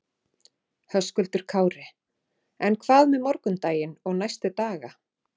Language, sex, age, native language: Icelandic, female, 40-49, Icelandic